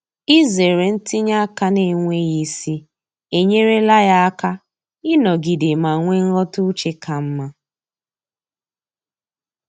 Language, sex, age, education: Igbo, female, 30-45, tertiary